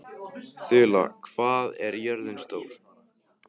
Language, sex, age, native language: Icelandic, male, 15, Icelandic